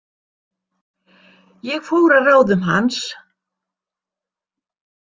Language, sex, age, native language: Icelandic, female, 60-69, Icelandic